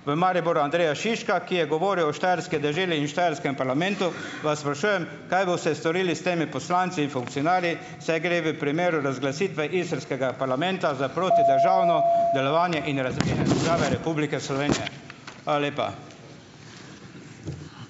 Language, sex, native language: Slovenian, male, Slovenian